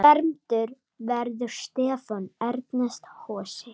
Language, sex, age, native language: Icelandic, female, 7, Icelandic